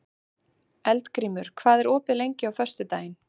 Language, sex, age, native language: Icelandic, female, 30-39, Icelandic